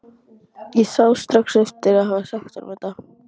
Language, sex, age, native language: Icelandic, female, 12, Icelandic